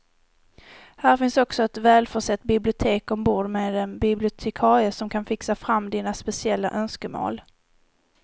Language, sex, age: Swedish, female, 18